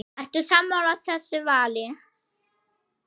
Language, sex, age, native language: Icelandic, female, 6, Icelandic